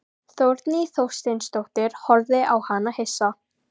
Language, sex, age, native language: Icelandic, female, 14, Icelandic